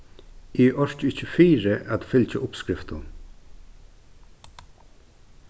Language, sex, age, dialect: Faroese, male, 36-60, Suðurstreymoy